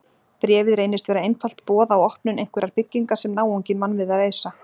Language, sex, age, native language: Icelandic, female, 40-49, Icelandic